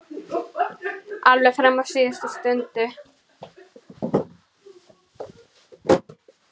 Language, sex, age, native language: Icelandic, female, 9, Icelandic